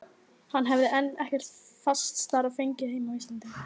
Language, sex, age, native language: Icelandic, female, 15, Icelandic